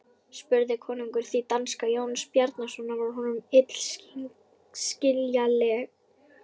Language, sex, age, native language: Icelandic, female, 11, Icelandic